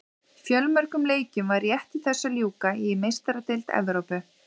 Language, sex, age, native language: Icelandic, female, 40-49, Icelandic